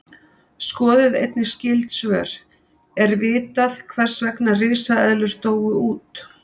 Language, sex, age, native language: Icelandic, female, 50-59, Icelandic